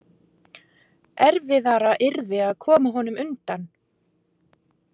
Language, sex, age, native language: Icelandic, female, 40-49, Icelandic